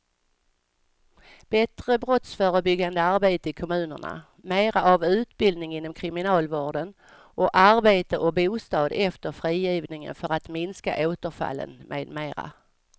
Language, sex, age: Swedish, female, 55